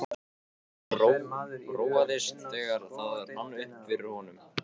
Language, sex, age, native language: Icelandic, male, 15, Icelandic